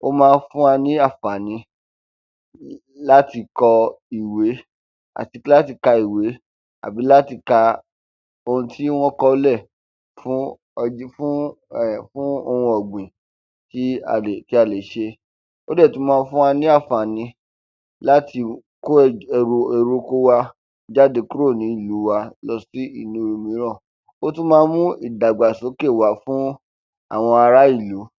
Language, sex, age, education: Yoruba, male, 15-29, tertiary